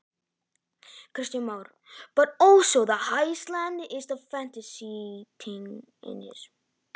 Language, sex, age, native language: Icelandic, male, 11, Icelandic